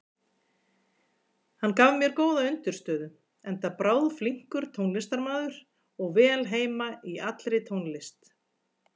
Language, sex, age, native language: Icelandic, female, 40-49, Icelandic